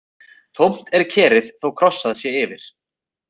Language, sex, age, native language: Icelandic, male, 30-39, Icelandic